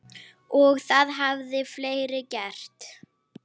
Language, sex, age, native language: Icelandic, female, 9, Icelandic